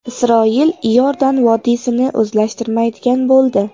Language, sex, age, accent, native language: Uzbek, female, 18-24, Namangan, Uzbek